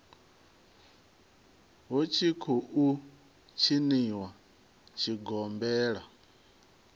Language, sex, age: Venda, male, 23